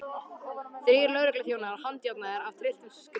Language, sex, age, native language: Icelandic, male, 13, Icelandic